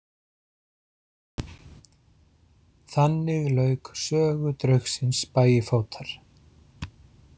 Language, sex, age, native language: Icelandic, male, 40-49, Icelandic